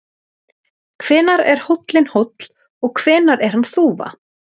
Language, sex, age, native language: Icelandic, female, 30-39, Icelandic